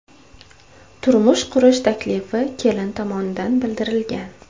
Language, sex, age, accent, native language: Uzbek, female, 25-34, Toshkent viloyati, Uzbek